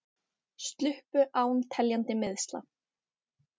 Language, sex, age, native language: Icelandic, female, 18-19, Icelandic